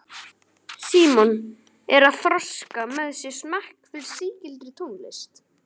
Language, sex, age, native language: Icelandic, male, 12, Icelandic